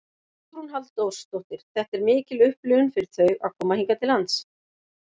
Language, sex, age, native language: Icelandic, female, 50-59, Icelandic